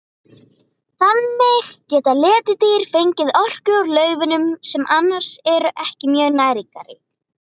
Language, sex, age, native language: Icelandic, female, 30-39, Icelandic